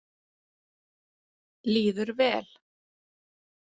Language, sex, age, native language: Icelandic, female, 30-39, Icelandic